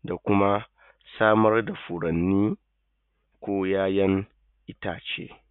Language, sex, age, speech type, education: Hausa, male, 30-45, spontaneous, tertiary